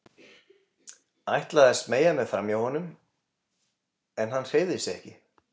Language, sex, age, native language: Icelandic, male, 20-29, Icelandic